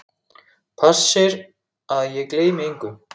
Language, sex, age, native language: Icelandic, male, 6, Icelandic